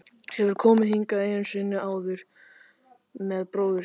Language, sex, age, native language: Icelandic, male, 13, Icelandic